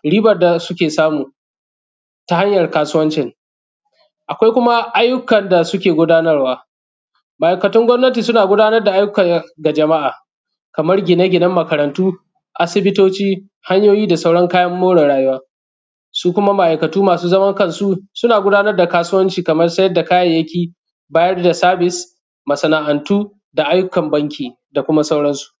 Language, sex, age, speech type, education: Hausa, male, 30-45, spontaneous, secondary